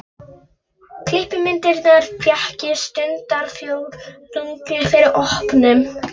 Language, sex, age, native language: Icelandic, female, 11, Polish